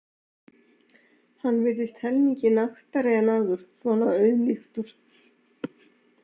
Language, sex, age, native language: Icelandic, female, 60-69, Icelandic